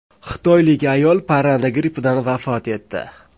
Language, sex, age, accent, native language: Uzbek, male, 25-34, Surxondaryo, Uzbek